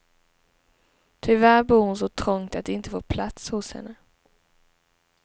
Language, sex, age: Swedish, female, 19